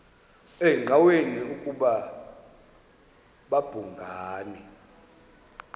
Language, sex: Xhosa, male